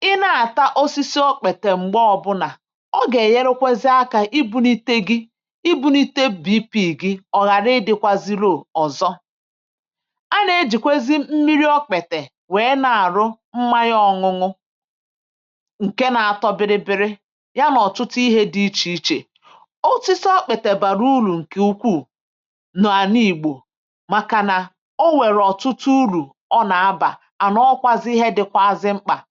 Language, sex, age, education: Igbo, female, 46-60, tertiary